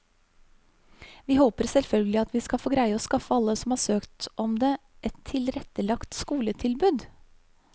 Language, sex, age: Norwegian, female, 35